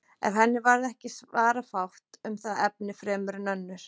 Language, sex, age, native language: Icelandic, female, 40-49, Icelandic